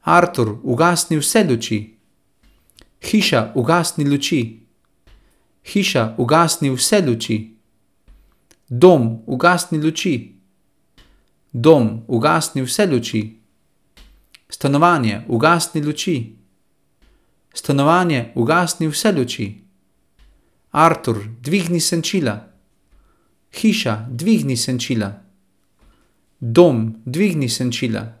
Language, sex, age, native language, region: Slovenian, male, 30-49, Slovenian, Central Slovenia